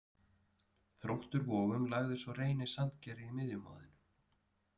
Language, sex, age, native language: Icelandic, male, 30-39, Icelandic